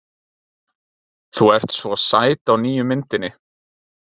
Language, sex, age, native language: Icelandic, male, 30-39, Icelandic